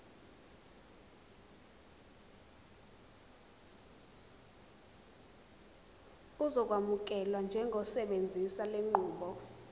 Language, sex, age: Zulu, female, 23